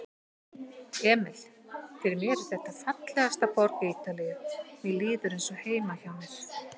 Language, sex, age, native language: Icelandic, female, 50-59, Icelandic